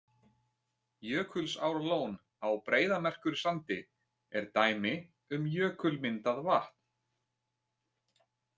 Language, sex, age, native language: Icelandic, male, 20-29, Icelandic